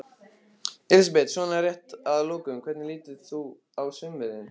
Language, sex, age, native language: Icelandic, male, 15, Icelandic